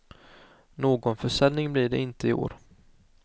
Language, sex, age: Swedish, male, 19